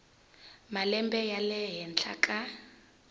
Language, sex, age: Tsonga, female, 20